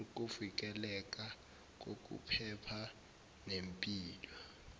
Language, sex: Zulu, male